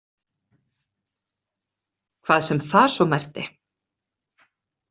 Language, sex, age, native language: Icelandic, female, 30-39, Icelandic